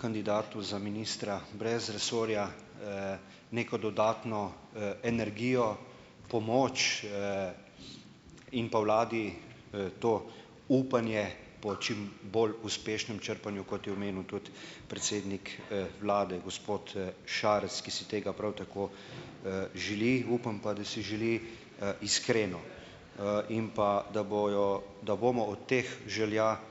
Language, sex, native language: Slovenian, male, Slovenian